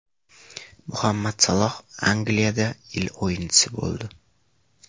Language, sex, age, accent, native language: Uzbek, male, 12-17, Jizzax, Uzbek